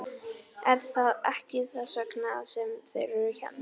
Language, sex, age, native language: Icelandic, female, 11, Icelandic